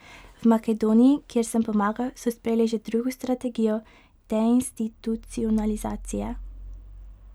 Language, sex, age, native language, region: Slovenian, female, 18-29, Slovenian, Pomurje region